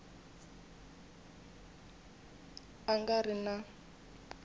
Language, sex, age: Tsonga, female, 21